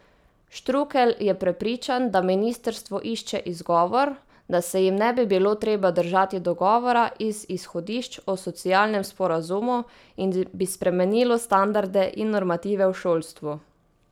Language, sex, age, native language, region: Slovenian, female, 18-29, Slovenian, Savinja region